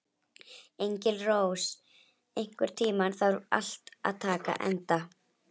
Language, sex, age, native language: Icelandic, female, 11, Icelandic